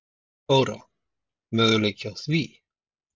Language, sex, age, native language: Icelandic, male, 50-59, Icelandic